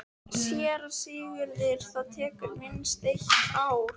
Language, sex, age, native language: Icelandic, female, 13, Icelandic